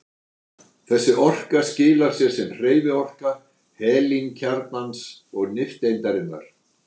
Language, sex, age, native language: Icelandic, male, 60-69, Icelandic